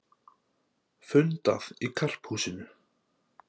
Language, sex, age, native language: Icelandic, male, 30-39, Icelandic